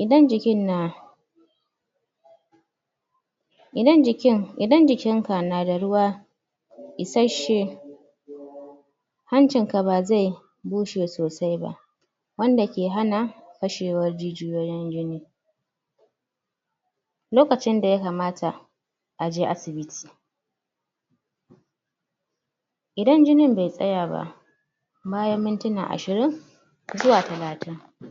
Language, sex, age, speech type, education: Hausa, female, 30-45, spontaneous, tertiary